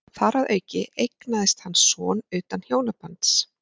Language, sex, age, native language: Icelandic, female, 40-49, Icelandic